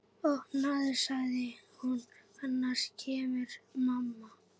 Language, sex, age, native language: Icelandic, female, 11, Icelandic